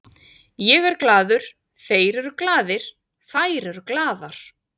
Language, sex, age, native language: Icelandic, female, 40-49, Icelandic